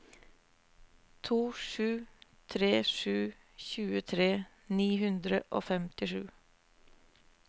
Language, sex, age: Norwegian, female, 24